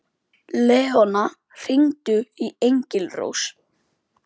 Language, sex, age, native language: Icelandic, female, 40-49, Icelandic